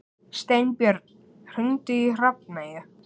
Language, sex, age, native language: Icelandic, male, 11, Icelandic